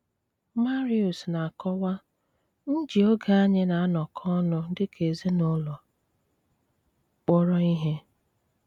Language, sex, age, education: Igbo, female, 30-45, tertiary